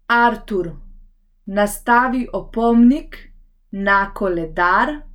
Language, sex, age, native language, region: Slovenian, female, 18-29, Slovenian, Central Slovenia